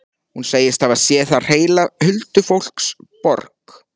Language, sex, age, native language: Icelandic, male, 14, Icelandic